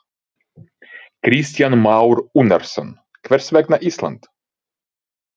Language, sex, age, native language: Icelandic, male, 30-39, Ukrainian